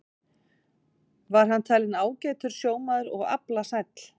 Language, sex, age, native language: Icelandic, female, 40-49, Icelandic